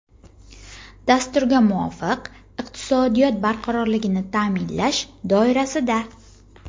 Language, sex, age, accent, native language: Uzbek, female, 19-29, Jizzax, Uzbek